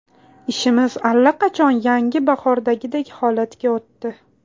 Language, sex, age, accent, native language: Uzbek, female, 18-24, Toshkent shahri, Uzbek